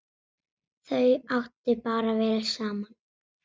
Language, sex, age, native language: Icelandic, female, 7, Icelandic